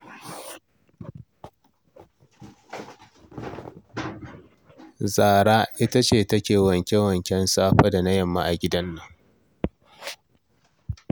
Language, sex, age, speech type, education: Hausa, male, 46-60, read, primary